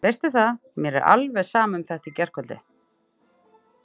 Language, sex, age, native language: Icelandic, female, 30-39, Icelandic